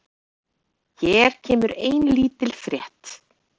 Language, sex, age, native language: Icelandic, female, 30-39, Icelandic